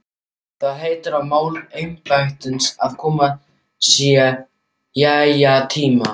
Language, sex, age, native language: Icelandic, male, 12, German